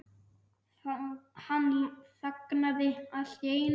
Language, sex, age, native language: Icelandic, male, 9, Icelandic